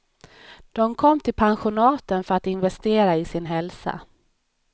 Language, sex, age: Swedish, female, 31